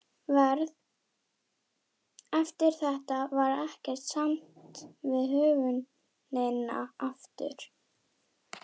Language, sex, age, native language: Icelandic, female, 11, German